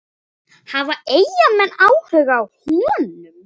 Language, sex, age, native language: Icelandic, female, 10, Icelandic